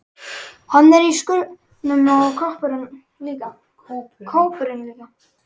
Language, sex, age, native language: Icelandic, male, 11, Icelandic